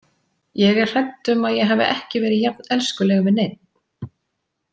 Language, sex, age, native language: Icelandic, female, 40-49, Icelandic